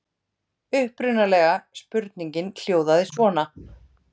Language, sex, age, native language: Icelandic, female, 30-39, Icelandic